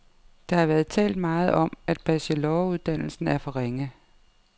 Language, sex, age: Danish, female, 55